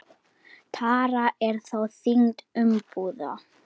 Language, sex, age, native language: Icelandic, male, 8, Icelandic